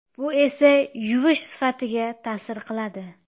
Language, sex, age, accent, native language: Uzbek, female, 18-24, Samarqand, Uzbek